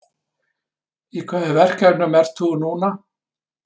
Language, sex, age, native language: Icelandic, male, 60-69, Icelandic